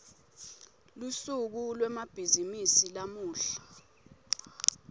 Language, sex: Swati, female